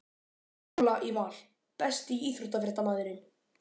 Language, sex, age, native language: Icelandic, male, 12, Icelandic